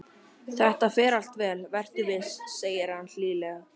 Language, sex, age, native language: Icelandic, female, 12, Icelandic